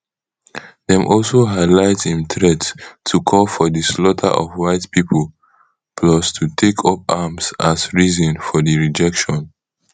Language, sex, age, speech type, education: Nigerian Pidgin, male, 15-29, spontaneous, tertiary